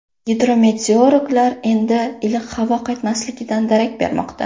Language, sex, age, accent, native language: Uzbek, female, 18-24, Toshkent shahri, Uzbek